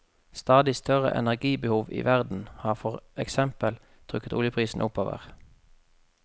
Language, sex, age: Norwegian, male, 33